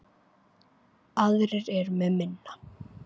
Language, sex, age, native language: Icelandic, female, 9, Icelandic